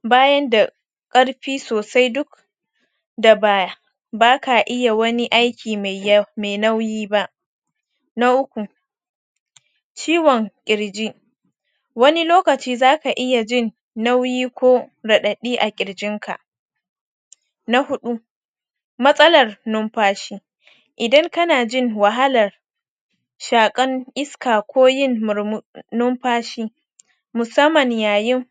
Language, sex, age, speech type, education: Hausa, female, 46-60, spontaneous, tertiary